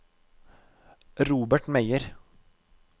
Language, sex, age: Norwegian, male, 32